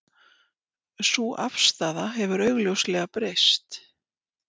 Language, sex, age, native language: Icelandic, female, 60-69, Icelandic